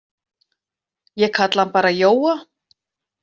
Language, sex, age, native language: Icelandic, female, 40-49, Icelandic